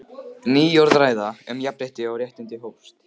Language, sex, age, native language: Icelandic, male, 15, Icelandic